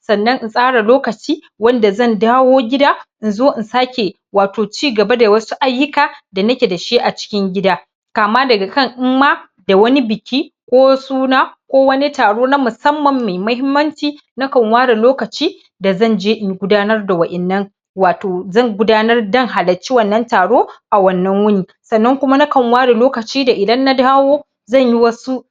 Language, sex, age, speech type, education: Hausa, male, 15-29, spontaneous, primary